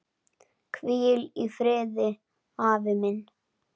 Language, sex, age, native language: Icelandic, male, 10, Icelandic